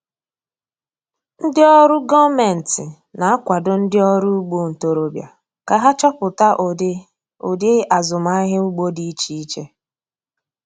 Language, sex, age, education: Igbo, female, 30-45, tertiary